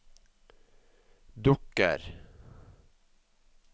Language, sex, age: Norwegian, male, 54